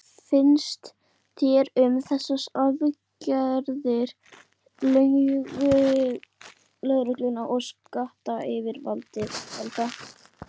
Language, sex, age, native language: Icelandic, female, 12, Icelandic